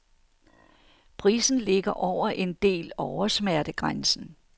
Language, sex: Danish, female